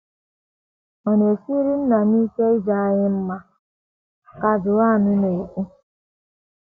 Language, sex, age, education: Igbo, female, 15-29, tertiary